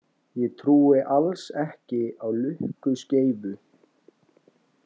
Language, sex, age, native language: Icelandic, male, 18-19, Icelandic